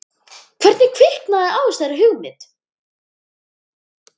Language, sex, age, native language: Icelandic, male, 10, Icelandic